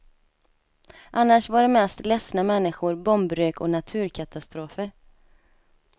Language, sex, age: Swedish, female, 27